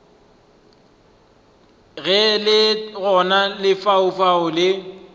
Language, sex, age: Northern Sotho, male, 23